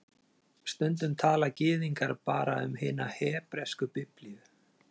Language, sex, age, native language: Icelandic, male, 40-49, Icelandic